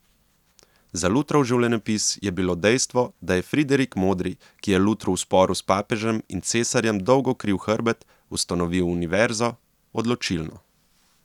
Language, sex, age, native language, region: Slovenian, male, 30-49, Slovenian, Central Slovenia